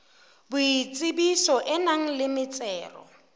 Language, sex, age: Southern Sotho, female, 23